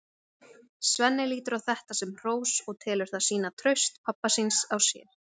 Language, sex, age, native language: Icelandic, female, 20-29, Icelandic